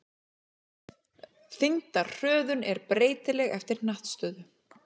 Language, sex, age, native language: Icelandic, female, 30-39, Icelandic